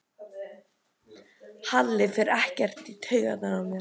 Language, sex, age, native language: Icelandic, female, 12, Icelandic